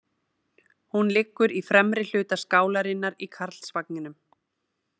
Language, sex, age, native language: Icelandic, female, 30-39, Icelandic